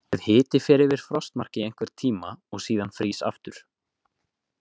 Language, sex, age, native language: Icelandic, male, 20-29, Icelandic